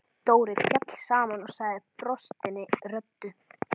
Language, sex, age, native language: Icelandic, female, 12, Icelandic